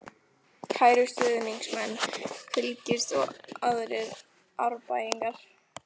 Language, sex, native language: Icelandic, female, Icelandic